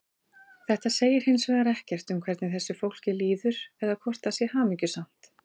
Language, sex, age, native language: Icelandic, female, 40-49, Icelandic